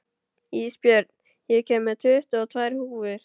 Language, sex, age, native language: Icelandic, male, 12, Icelandic